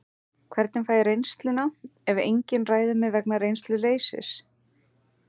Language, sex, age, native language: Icelandic, female, 40-49, Icelandic